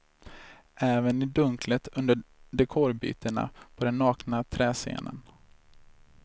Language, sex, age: Swedish, male, 26